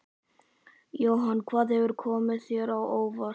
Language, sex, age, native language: Icelandic, male, 11, Icelandic